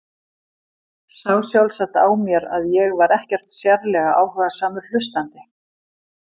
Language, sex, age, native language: Icelandic, female, 50-59, Icelandic